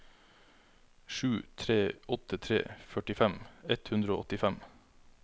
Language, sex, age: Norwegian, male, 33